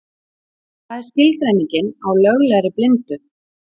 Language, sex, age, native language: Icelandic, female, 40-49, Icelandic